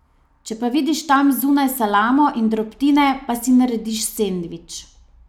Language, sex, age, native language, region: Slovenian, female, 30-49, Slovenian, Savinja region